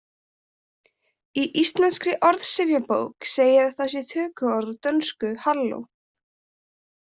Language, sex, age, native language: Icelandic, female, 20-29, Icelandic